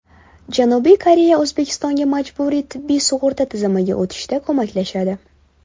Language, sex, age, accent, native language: Uzbek, female, 19-29, Toshkent shahri, Uzbek